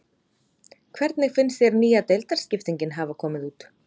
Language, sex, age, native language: Icelandic, female, 30-39, Icelandic